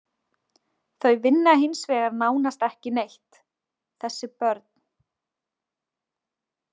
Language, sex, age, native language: Icelandic, female, 20-29, Icelandic